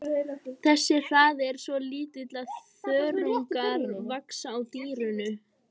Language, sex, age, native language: Icelandic, male, 18-19, Icelandic